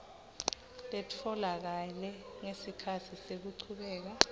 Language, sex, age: Swati, female, 20